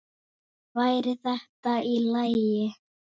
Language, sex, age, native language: Icelandic, female, 9, Icelandic